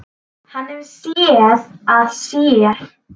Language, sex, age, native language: Icelandic, female, 10, Icelandic